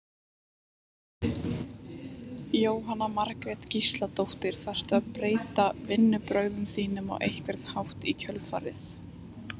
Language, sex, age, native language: Icelandic, female, 18-19, Icelandic